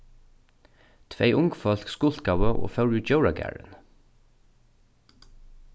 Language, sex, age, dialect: Faroese, male, 36-60, Norðuroyggjar